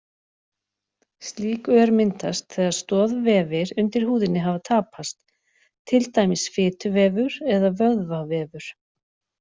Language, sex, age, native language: Icelandic, female, 40-49, Icelandic